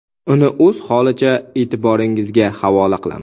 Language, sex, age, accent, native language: Uzbek, male, 19-29, Samarqand, Uzbek